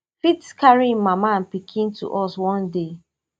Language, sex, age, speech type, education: Nigerian Pidgin, female, 30-45, spontaneous, tertiary